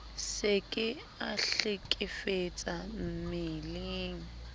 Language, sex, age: Southern Sotho, female, 19